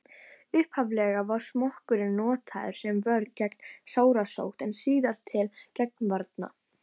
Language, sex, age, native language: Icelandic, female, 18-19, Icelandic